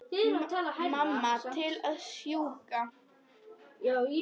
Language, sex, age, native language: Icelandic, female, 10, Polish